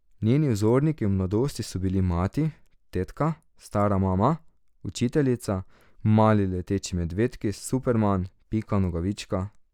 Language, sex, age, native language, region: Slovenian, male, 18-29, Slovenian, Drava region